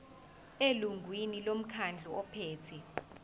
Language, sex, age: Zulu, female, 20